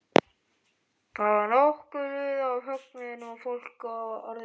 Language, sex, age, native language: Icelandic, male, 12, Icelandic